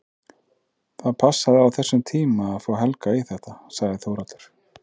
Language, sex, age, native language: Icelandic, male, 30-39, Icelandic